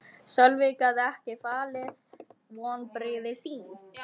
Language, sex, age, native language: Icelandic, female, 13, Icelandic